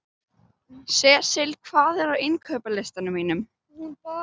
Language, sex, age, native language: Icelandic, female, 12, Icelandic